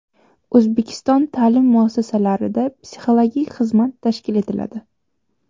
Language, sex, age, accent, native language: Uzbek, female, 12-17, Toshkent shahri, Uzbek